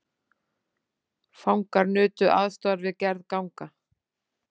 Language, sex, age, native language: Icelandic, female, 40-49, Icelandic